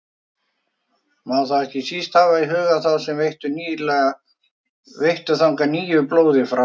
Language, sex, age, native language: Icelandic, male, 50-59, Icelandic